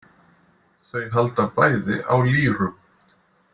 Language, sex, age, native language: Icelandic, male, 40-49, Icelandic